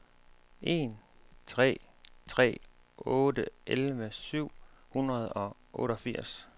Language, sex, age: Danish, male, 35